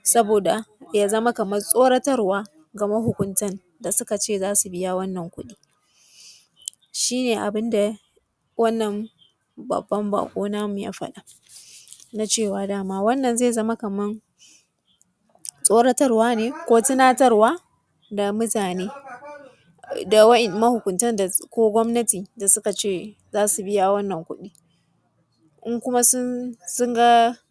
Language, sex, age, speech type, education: Hausa, female, 15-29, spontaneous, tertiary